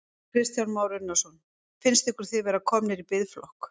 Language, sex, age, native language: Icelandic, female, 50-59, Icelandic